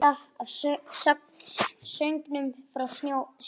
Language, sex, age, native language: Icelandic, male, 9, Icelandic